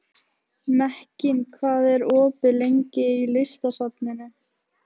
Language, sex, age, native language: Icelandic, female, 15, Icelandic